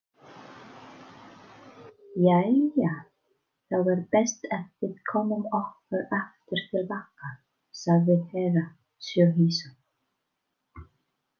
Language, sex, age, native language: Icelandic, female, 20-29, Icelandic